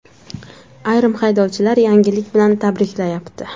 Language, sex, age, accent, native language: Uzbek, female, 19-29, Samarqand, Uzbek